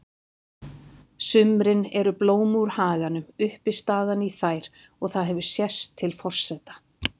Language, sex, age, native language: Icelandic, female, 50-59, Icelandic